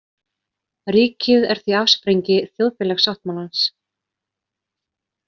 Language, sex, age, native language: Icelandic, female, 30-39, Icelandic